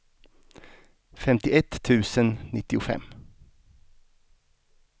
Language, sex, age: Swedish, male, 49